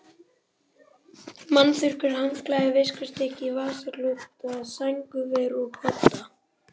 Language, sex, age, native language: Icelandic, male, 11, Icelandic